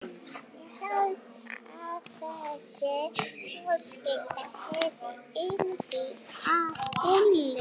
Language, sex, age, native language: Icelandic, female, 11, Polish